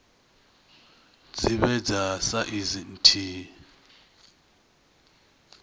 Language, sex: Venda, male